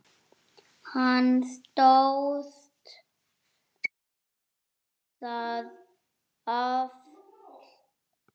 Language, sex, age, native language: Icelandic, male, 6, Icelandic